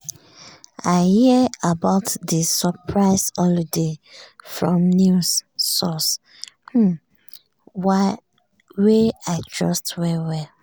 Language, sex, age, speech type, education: Nigerian Pidgin, female, 30-45, spontaneous, tertiary